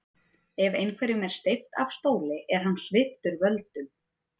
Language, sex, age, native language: Icelandic, female, 30-39, Icelandic